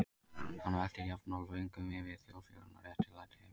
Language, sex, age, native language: Icelandic, male, 18-19, Icelandic